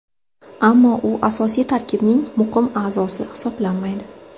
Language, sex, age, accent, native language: Uzbek, female, 25-34, Sirdaryo, Uzbek